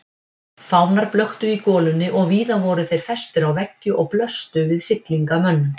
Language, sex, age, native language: Icelandic, female, 50-59, Icelandic